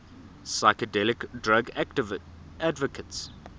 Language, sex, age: English, male, 24